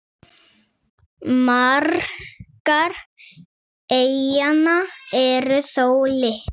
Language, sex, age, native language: Icelandic, female, 6, Icelandic